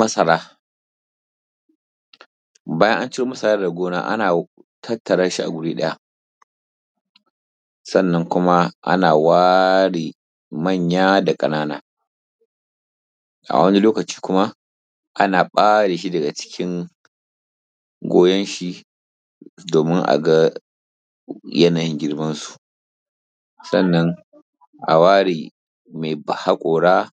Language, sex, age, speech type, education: Hausa, male, 15-29, spontaneous, primary